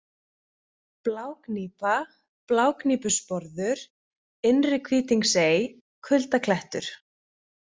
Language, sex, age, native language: Icelandic, female, 20-29, Icelandic